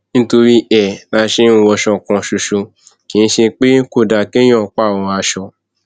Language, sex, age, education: Yoruba, male, 15-29, tertiary